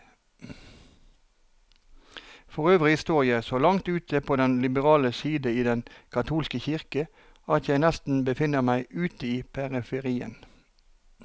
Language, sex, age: Norwegian, male, 43